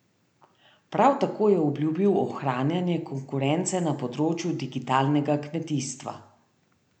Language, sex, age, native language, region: Slovenian, female, 30-49, Slovenian, Central Slovenia